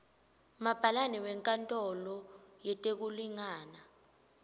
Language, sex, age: Swati, female, 20